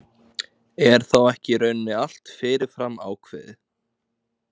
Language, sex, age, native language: Icelandic, male, 20-29, Icelandic